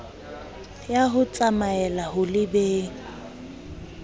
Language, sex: Southern Sotho, female